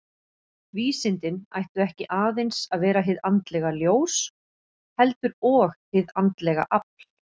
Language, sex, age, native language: Icelandic, female, 40-49, Icelandic